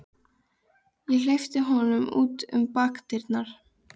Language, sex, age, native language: Icelandic, female, 13, Icelandic